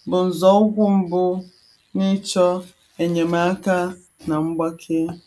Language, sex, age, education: Igbo, female, 30-45, tertiary